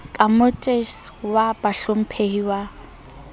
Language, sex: Southern Sotho, female